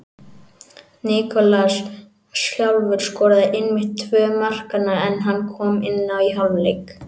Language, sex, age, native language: Icelandic, male, 18-19, Icelandic